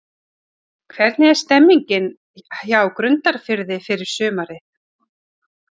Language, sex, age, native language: Icelandic, female, 40-49, Icelandic